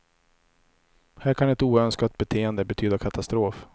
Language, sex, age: Swedish, male, 34